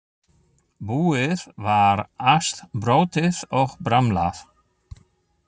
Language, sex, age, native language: Icelandic, male, 60-69, German